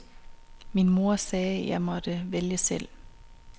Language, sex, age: Danish, female, 26